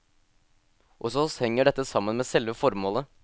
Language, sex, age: Norwegian, male, 18